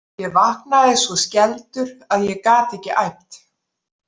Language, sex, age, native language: Icelandic, female, 40-49, Icelandic